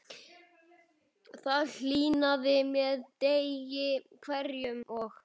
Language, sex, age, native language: Icelandic, male, 11, Icelandic